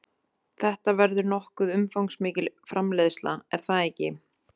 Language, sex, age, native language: Icelandic, female, 30-39, Icelandic